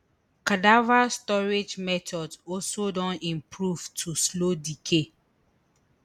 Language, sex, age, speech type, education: Nigerian Pidgin, female, 30-45, spontaneous, tertiary